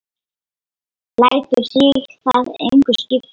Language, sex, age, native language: Icelandic, female, 9, Lithuanian